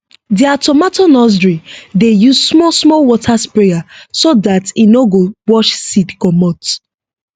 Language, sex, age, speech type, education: Nigerian Pidgin, female, 15-29, spontaneous, tertiary